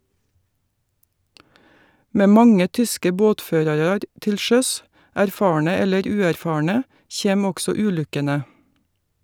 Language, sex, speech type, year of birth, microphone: Norwegian, female, read, 1961, Shure